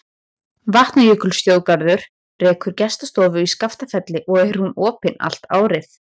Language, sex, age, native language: Icelandic, female, 20-29, Icelandic